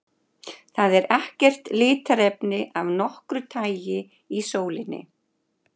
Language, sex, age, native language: Icelandic, female, 60-69, Icelandic